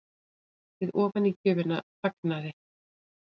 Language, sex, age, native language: Icelandic, female, 40-49, Icelandic